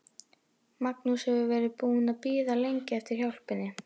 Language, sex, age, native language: Icelandic, female, 11, Icelandic